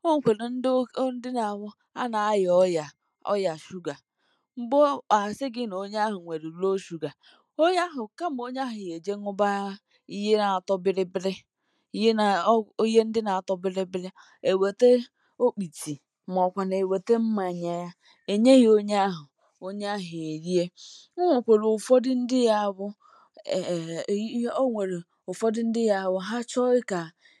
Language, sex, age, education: Igbo, female, 15-29, tertiary